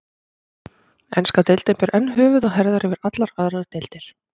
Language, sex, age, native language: Icelandic, female, 30-39, Icelandic